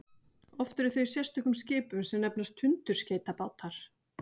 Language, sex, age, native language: Icelandic, female, 40-49, Icelandic